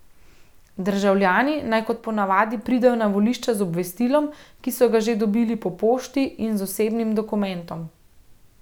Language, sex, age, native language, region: Slovenian, female, 30-49, Slovenian, Central Slovenia